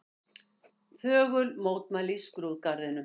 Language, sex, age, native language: Icelandic, female, 60-69, Icelandic